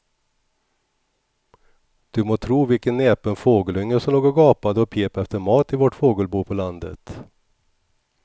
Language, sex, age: Swedish, male, 61